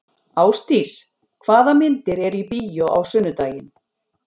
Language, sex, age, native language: Icelandic, female, 40-49, Icelandic